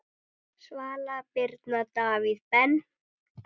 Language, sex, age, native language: Icelandic, male, 9, Icelandic